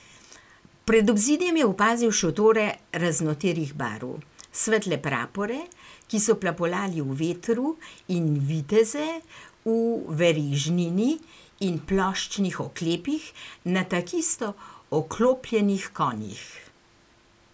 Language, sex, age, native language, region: Slovenian, female, 60+, Slovenian, Gorenjska region